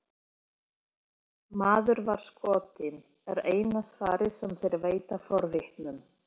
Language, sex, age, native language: Icelandic, female, 40-49, Polish